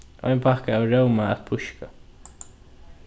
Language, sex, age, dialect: Faroese, male, 15-35, Norðurstreymoy/Eysturoy